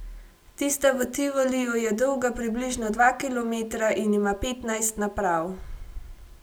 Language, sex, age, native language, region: Slovenian, female, 18-29, Slovenian, Gorenjska region